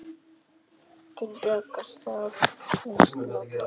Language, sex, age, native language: Icelandic, other, 9, Icelandic